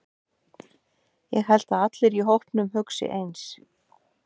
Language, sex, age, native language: Icelandic, female, 50-59, Icelandic